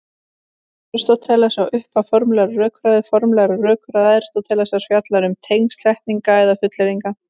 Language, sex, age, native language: Icelandic, female, 30-39, Icelandic